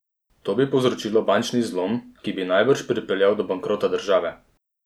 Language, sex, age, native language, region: Slovenian, male, 30-49, Slovenian, Posavska region